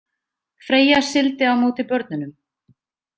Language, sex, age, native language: Icelandic, female, 20-29, Icelandic